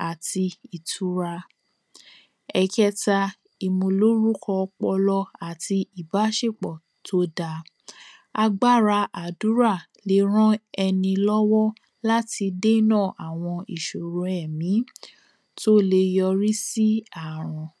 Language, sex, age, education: Yoruba, female, 15-29, tertiary